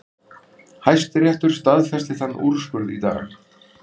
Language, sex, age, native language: Icelandic, male, 50-59, Icelandic